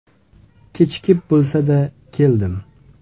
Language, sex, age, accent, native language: Uzbek, male, 25-34, Toshkent viloyati, Uzbek